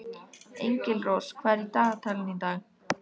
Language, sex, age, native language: Icelandic, female, 13, Icelandic